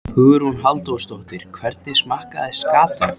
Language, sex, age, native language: Icelandic, male, 14, Icelandic